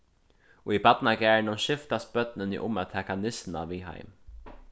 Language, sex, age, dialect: Faroese, male, 15-35, Suðurstreymoy